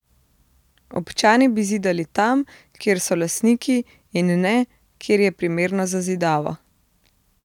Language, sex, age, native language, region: Slovenian, female, 30-49, Slovenian, Central Slovenia